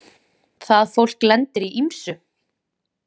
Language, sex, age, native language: Icelandic, female, 20-29, Icelandic